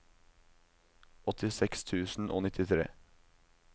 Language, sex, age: Norwegian, male, 19